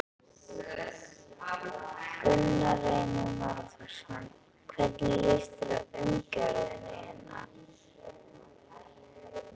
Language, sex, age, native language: Icelandic, female, 11, Icelandic